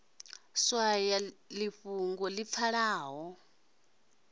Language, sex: Venda, male